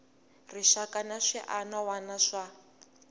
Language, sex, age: Tsonga, female, 18